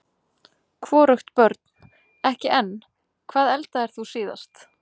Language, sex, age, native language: Icelandic, female, 30-39, Icelandic